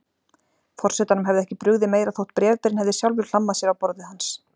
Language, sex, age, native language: Icelandic, female, 40-49, Icelandic